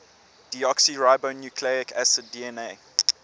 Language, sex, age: English, male, 24